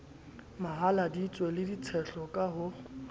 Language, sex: Southern Sotho, male